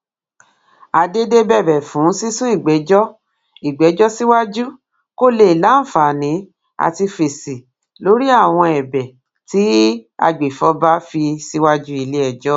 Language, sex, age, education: Yoruba, female, 46-60, tertiary